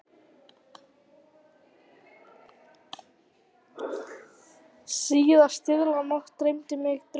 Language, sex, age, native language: Icelandic, female, 18-19, Icelandic